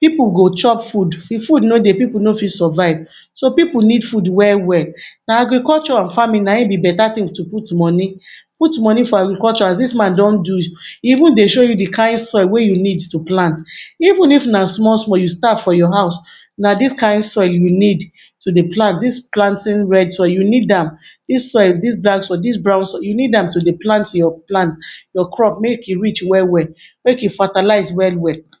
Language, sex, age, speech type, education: Nigerian Pidgin, female, 46-60, spontaneous, tertiary